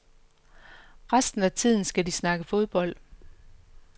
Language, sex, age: Danish, female, 45